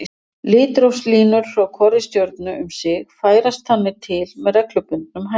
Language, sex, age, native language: Icelandic, female, 60-69, Icelandic